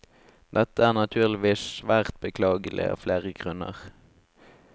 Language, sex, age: Norwegian, male, 18